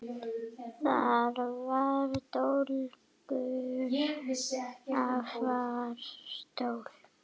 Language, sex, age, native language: Icelandic, female, 8, Icelandic